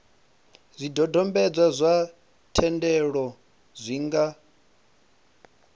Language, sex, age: Venda, male, 25